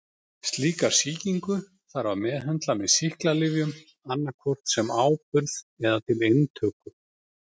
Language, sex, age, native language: Icelandic, male, 40-49, Icelandic